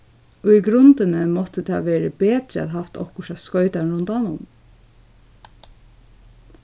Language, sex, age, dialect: Faroese, female, 15-35, Suðurstreymoy